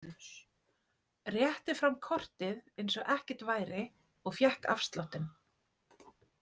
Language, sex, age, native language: Icelandic, female, 30-39, Icelandic